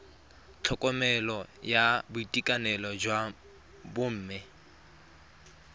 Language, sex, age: Tswana, male, 23